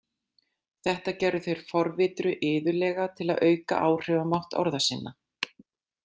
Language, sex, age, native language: Icelandic, female, 40-49, Icelandic